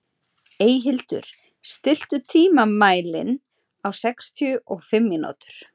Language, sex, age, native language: Icelandic, female, 30-39, Icelandic